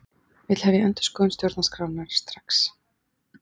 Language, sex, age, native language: Icelandic, female, 30-39, Icelandic